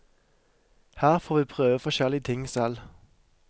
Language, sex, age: Norwegian, male, 23